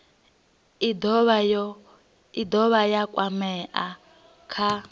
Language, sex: Venda, female